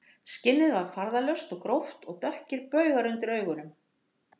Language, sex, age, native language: Icelandic, female, 60-69, Icelandic